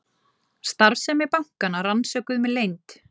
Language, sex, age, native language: Icelandic, female, 20-29, Icelandic